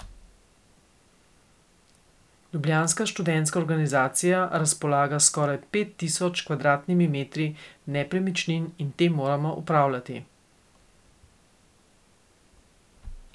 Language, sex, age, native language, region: Slovenian, female, 50-59, Slovenian, Coastal Karst region